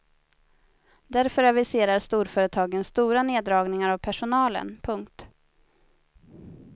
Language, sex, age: Swedish, female, 30